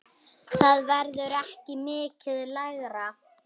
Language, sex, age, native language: Icelandic, female, 9, Icelandic